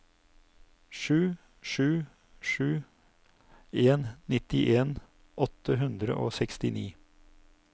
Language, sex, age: Norwegian, male, 59